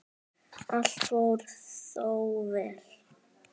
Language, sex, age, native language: Icelandic, male, 8, Icelandic